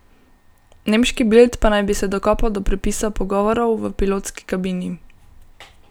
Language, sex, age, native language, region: Slovenian, female, 18-29, Slovenian, Gorenjska region